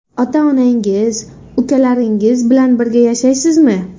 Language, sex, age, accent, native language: Uzbek, female, under 19, Qashqadaryo, Uzbek